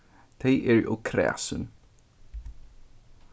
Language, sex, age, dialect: Faroese, male, 15-35, Suðurstreymoy